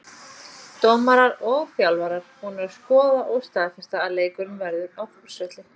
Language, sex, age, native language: Icelandic, female, 40-49, Icelandic